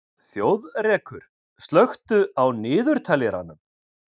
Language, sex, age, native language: Icelandic, male, 50-59, Icelandic